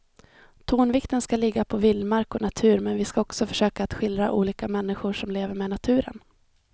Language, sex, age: Swedish, female, 26